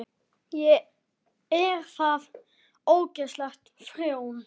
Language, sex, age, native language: Icelandic, male, 10, Icelandic